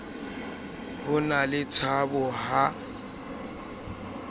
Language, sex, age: Southern Sotho, male, 21